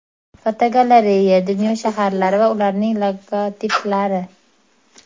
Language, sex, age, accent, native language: Uzbek, male, 18-24, Andijon, Uzbek